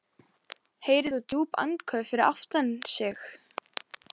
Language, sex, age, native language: Icelandic, female, 11, Icelandic